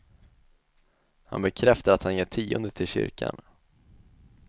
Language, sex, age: Swedish, male, 21